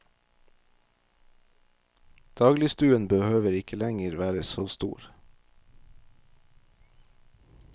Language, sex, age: Norwegian, male, 38